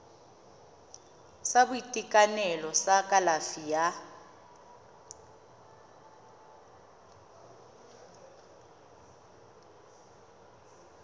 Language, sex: Tswana, female